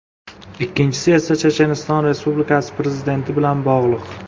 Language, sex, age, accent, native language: Uzbek, male, 25-34, Samarqand, Uzbek